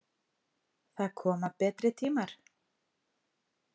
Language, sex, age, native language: Icelandic, female, 40-49, Icelandic